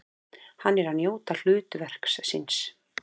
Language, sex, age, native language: Icelandic, female, 40-49, Icelandic